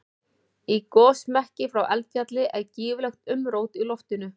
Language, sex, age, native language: Icelandic, female, 40-49, Icelandic